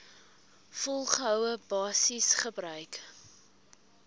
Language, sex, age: Afrikaans, female, 19